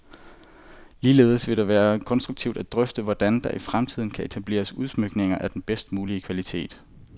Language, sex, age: Danish, male, 25